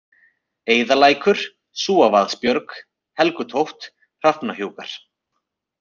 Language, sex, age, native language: Icelandic, male, 30-39, Icelandic